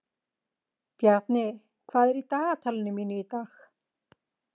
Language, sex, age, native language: Icelandic, female, 40-49, Icelandic